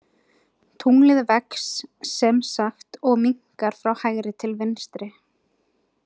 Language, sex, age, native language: Icelandic, female, 20-29, Icelandic